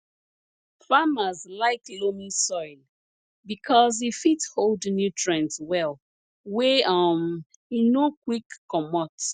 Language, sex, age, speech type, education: Nigerian Pidgin, female, 30-45, spontaneous, tertiary